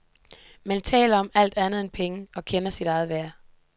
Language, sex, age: Danish, female, 18